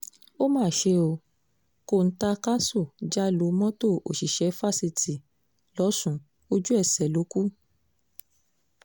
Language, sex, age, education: Yoruba, female, 15-29, secondary